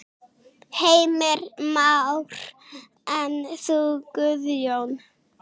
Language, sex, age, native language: Icelandic, female, 6, Icelandic